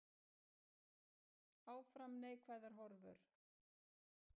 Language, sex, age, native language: Icelandic, female, 50-59, Icelandic